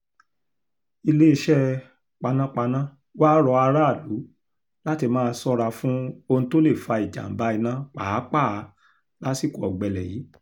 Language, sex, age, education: Yoruba, male, 46-60, tertiary